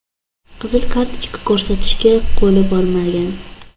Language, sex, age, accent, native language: Uzbek, female, under 19, Toshkent shahri, Uzbek